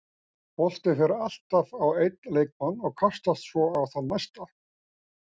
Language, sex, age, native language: Icelandic, male, 60-69, Icelandic